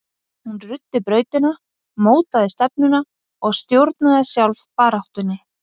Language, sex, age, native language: Icelandic, female, 50-59, Icelandic